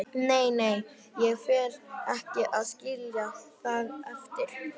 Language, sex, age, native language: Icelandic, male, 11, Icelandic